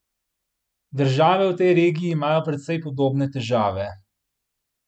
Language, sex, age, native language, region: Slovenian, male, 30-49, Slovenian, Central Slovenia